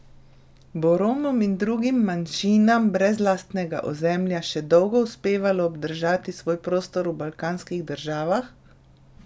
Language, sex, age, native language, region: Slovenian, female, 30-49, Slovenian, Drava region